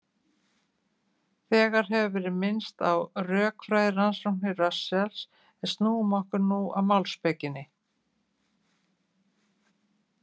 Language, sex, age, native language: Icelandic, female, 50-59, Icelandic